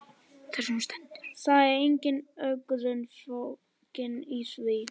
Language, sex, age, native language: Icelandic, male, 12, Icelandic